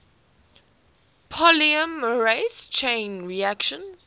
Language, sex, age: English, female, 18